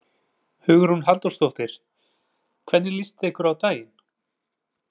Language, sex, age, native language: Icelandic, male, 40-49, Icelandic